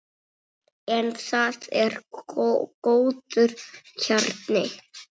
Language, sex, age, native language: Icelandic, female, 6, Icelandic